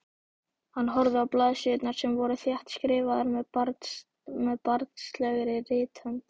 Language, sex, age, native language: Icelandic, male, 12, Icelandic